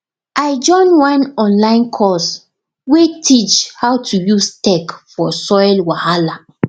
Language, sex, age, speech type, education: Nigerian Pidgin, female, 15-29, spontaneous, tertiary